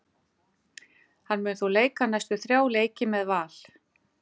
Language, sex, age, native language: Icelandic, female, 50-59, Icelandic